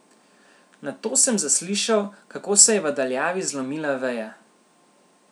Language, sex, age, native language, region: Slovenian, male, 18-29, Slovenian, Central Slovenia